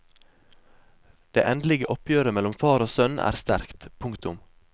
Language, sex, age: Norwegian, male, 23